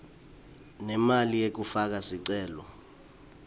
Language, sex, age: Swati, male, 23